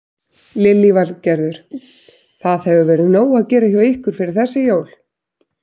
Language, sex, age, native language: Icelandic, female, 30-39, Icelandic